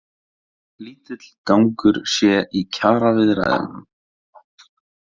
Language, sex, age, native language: Icelandic, male, 18-19, Icelandic